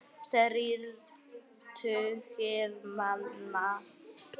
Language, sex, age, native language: Icelandic, male, 8, Icelandic